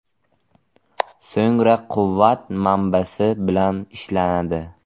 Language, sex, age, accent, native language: Uzbek, male, 18-24, Buxoro, Uzbek